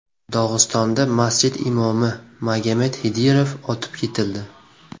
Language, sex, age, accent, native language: Uzbek, male, 18-24, Namangan, Uzbek